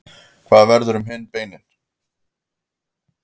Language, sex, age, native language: Icelandic, male, 50-59, Icelandic